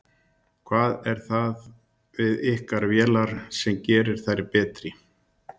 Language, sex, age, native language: Icelandic, male, 60-69, Icelandic